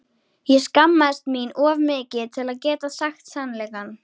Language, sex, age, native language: Icelandic, female, 13, Icelandic